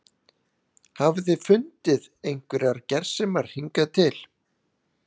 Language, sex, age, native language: Icelandic, male, 30-39, Icelandic